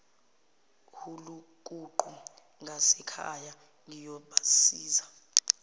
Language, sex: Zulu, female